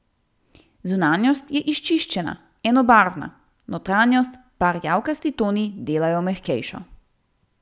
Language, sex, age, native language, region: Slovenian, female, 18-29, Slovenian, Central Slovenia